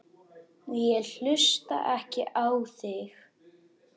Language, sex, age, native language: Icelandic, male, 10, Icelandic